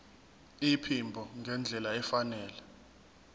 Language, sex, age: Zulu, male, 24